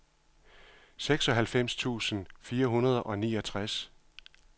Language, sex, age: Danish, male, 51